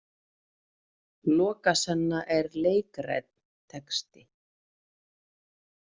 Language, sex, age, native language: Icelandic, female, 30-39, Icelandic